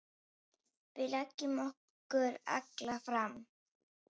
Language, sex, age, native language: Icelandic, female, 10, Icelandic